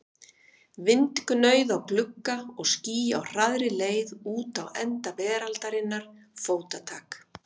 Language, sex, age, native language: Icelandic, female, 50-59, Icelandic